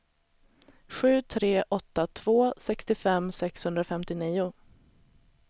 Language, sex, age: Swedish, female, 37